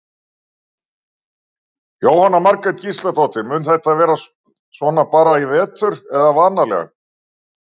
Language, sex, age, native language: Icelandic, male, 60-69, Icelandic